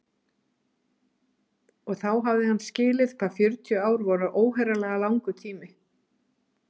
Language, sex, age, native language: Icelandic, female, 30-39, Icelandic